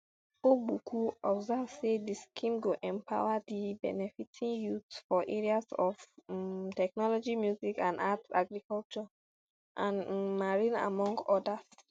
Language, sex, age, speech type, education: Nigerian Pidgin, female, 15-29, spontaneous, secondary